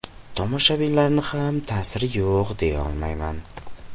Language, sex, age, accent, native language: Uzbek, male, 18-24, Farg'ona, Uzbek